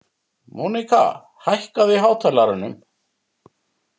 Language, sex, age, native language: Icelandic, female, 50-59, Icelandic